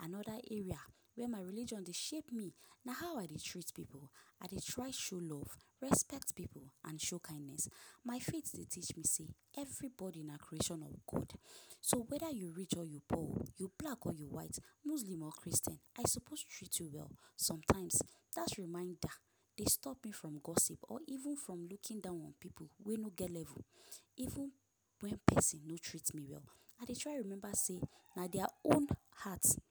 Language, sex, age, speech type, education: Nigerian Pidgin, female, 15-29, spontaneous, tertiary